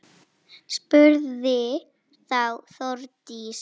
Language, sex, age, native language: Icelandic, female, 7, Icelandic